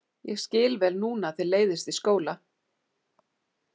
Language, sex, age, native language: Icelandic, female, 40-49, Icelandic